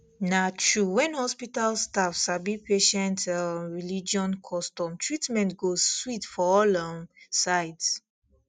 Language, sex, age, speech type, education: Nigerian Pidgin, female, 15-29, spontaneous, tertiary